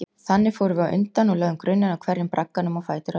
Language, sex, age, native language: Icelandic, female, 40-49, Icelandic